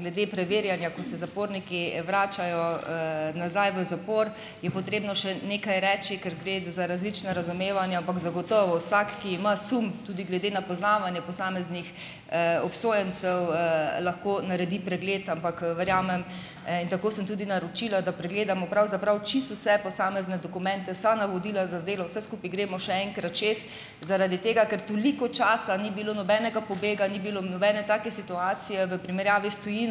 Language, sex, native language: Slovenian, female, Slovenian